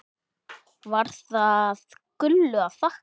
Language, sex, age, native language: Icelandic, male, 8, Icelandic